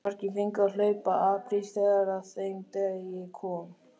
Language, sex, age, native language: Icelandic, male, 13, Icelandic